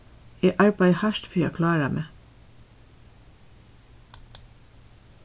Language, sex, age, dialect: Faroese, female, 61+, Suðurstreymoy